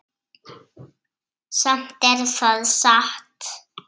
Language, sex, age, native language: Icelandic, female, 7, Icelandic